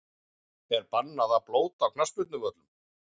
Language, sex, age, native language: Icelandic, male, 40-49, Icelandic